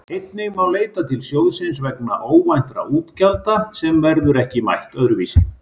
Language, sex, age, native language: Icelandic, male, 50-59, Icelandic